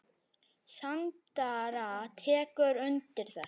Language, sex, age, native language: Icelandic, male, 9, Icelandic